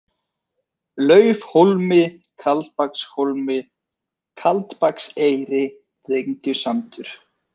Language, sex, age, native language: Icelandic, male, 20-29, Icelandic